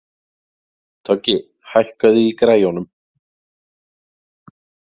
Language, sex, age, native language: Icelandic, male, 40-49, Icelandic